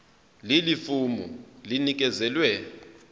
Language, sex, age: Zulu, male, 22